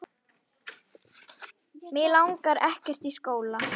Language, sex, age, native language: Icelandic, female, 10, Icelandic